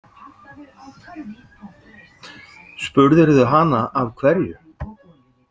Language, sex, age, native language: Icelandic, male, 50-59, Icelandic